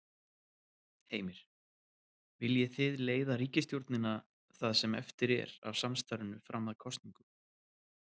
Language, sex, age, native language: Icelandic, male, 30-39, Icelandic